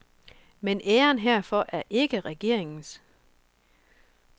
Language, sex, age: Danish, female, 24